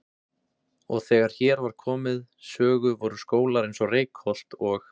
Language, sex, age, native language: Icelandic, male, 20-29, Icelandic